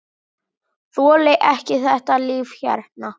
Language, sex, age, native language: Icelandic, female, 8, Icelandic